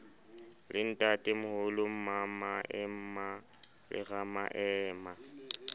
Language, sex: Southern Sotho, male